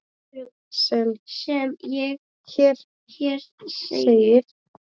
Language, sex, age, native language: Icelandic, female, 8, Icelandic